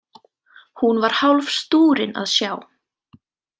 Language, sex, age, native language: Icelandic, female, 18-19, Icelandic